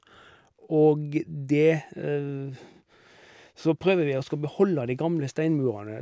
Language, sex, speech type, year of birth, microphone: Norwegian, male, spontaneous, 1958, Shure